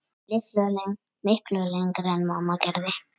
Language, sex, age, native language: Icelandic, male, 7, Icelandic